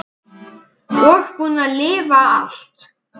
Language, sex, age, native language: Icelandic, male, 10, Icelandic